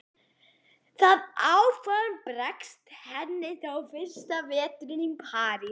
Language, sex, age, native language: Icelandic, female, 11, Icelandic